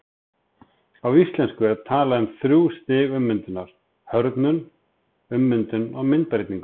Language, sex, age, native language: Icelandic, male, 30-39, Icelandic